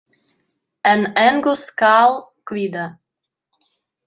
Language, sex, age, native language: Icelandic, female, 30-39, Russian